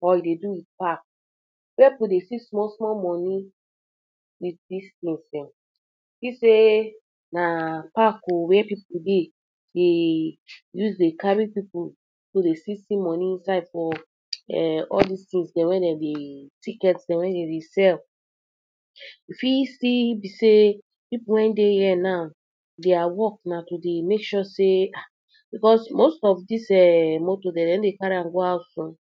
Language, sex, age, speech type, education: Nigerian Pidgin, female, 15-29, spontaneous, tertiary